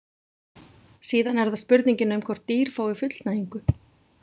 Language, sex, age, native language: Icelandic, female, 40-49, Icelandic